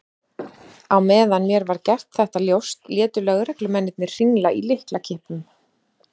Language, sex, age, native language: Icelandic, female, 30-39, Icelandic